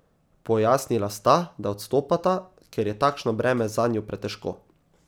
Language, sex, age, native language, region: Slovenian, male, 18-29, Slovenian, Savinja region